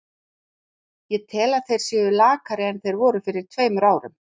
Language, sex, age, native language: Icelandic, female, 40-49, Icelandic